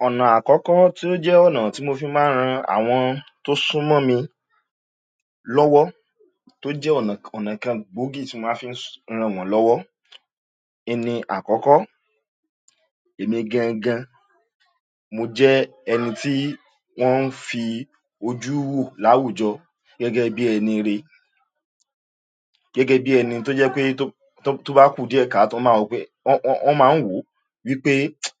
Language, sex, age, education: Yoruba, male, 46-60, tertiary